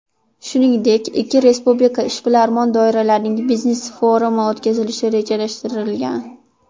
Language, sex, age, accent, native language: Uzbek, female, under 19, Toshkent shahri, Uzbek